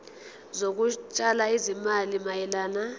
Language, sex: Zulu, female